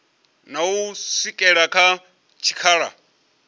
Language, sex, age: Venda, male, 34